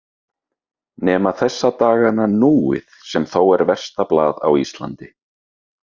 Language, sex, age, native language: Icelandic, male, 30-39, Icelandic